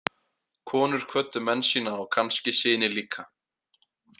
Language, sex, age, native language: Icelandic, male, 18-19, Icelandic